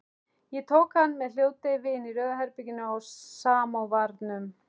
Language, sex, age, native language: Icelandic, male, 11, Icelandic